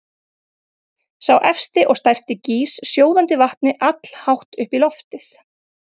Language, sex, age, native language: Icelandic, female, 30-39, Icelandic